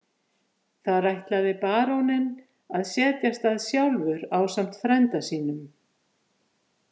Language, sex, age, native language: Icelandic, female, 50-59, Icelandic